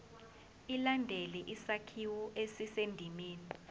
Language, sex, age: Zulu, female, 20